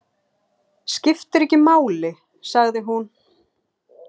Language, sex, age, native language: Icelandic, female, 40-49, Icelandic